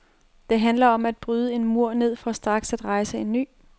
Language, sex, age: Danish, female, 30